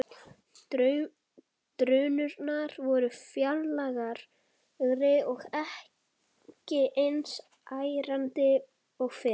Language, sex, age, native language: Icelandic, male, 11, Icelandic